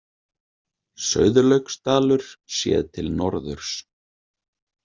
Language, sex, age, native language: Icelandic, male, 30-39, Icelandic